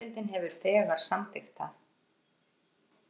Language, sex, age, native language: Icelandic, female, 50-59, Icelandic